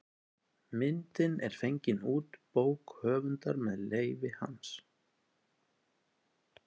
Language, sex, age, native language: Icelandic, male, 20-29, Icelandic